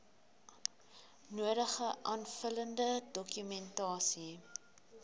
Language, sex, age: Afrikaans, female, 19